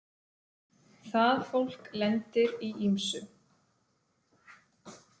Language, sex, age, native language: Icelandic, female, 30-39, Icelandic